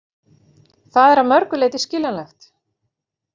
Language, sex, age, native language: Icelandic, female, 40-49, Icelandic